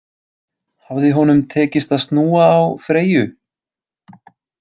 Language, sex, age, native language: Icelandic, male, 20-29, Icelandic